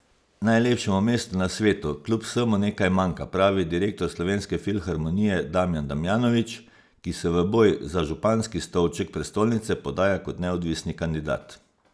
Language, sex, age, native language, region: Slovenian, male, 50-59, Slovenian, Savinja region